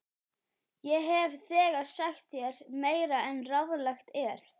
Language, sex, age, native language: Icelandic, male, 12, Icelandic